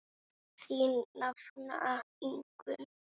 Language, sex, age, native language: Icelandic, female, 9, Icelandic